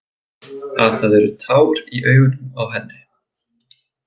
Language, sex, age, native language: Icelandic, male, 20-29, Icelandic